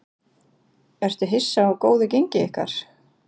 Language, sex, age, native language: Icelandic, female, 40-49, Icelandic